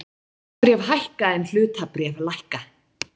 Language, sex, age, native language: Icelandic, female, 18-19, Icelandic